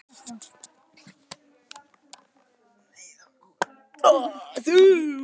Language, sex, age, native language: Icelandic, male, 12, Icelandic